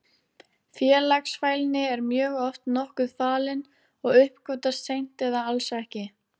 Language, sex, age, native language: Icelandic, female, 18-19, Icelandic